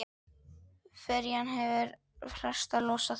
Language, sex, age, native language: Icelandic, male, 10, Icelandic